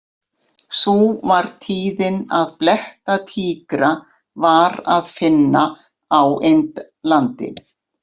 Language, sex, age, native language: Icelandic, female, 60-69, Icelandic